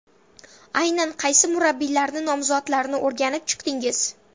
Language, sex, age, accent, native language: Uzbek, female, 12-17, Samarqand, Uzbek